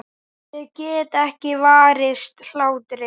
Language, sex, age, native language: Icelandic, male, 10, Icelandic